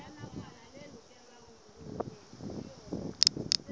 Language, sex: Southern Sotho, female